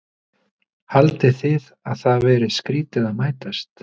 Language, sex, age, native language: Icelandic, male, 30-39, Icelandic